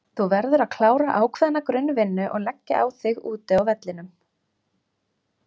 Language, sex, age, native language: Icelandic, female, 30-39, Icelandic